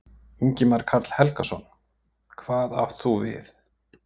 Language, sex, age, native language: Icelandic, male, 50-59, Icelandic